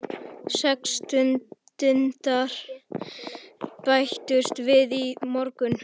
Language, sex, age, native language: Icelandic, male, 11, Icelandic